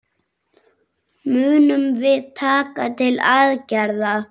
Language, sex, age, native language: Icelandic, male, 6, Icelandic